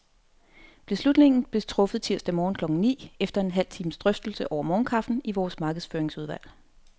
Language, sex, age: Danish, female, 30